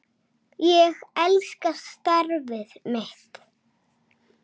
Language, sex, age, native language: Icelandic, female, 6, Icelandic